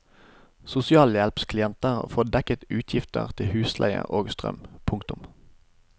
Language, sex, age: Norwegian, male, 25